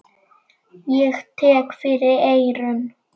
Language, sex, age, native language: Icelandic, male, 9, Icelandic